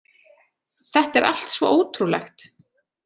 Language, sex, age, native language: Icelandic, female, 40-49, Icelandic